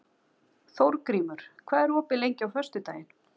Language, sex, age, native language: Icelandic, female, 40-49, Icelandic